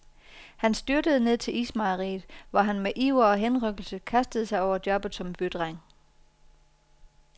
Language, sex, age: Danish, female, 40